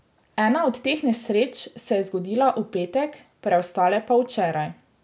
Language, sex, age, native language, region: Slovenian, female, 18-29, Slovenian, Drava region